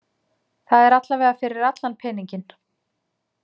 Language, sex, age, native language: Icelandic, female, 30-39, Icelandic